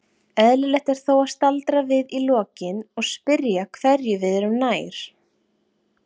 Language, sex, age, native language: Icelandic, female, 40-49, Icelandic